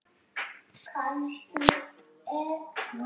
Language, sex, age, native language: Icelandic, female, 7, Icelandic